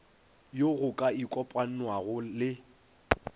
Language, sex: Northern Sotho, male